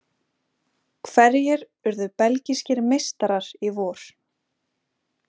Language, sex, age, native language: Icelandic, female, 20-29, Icelandic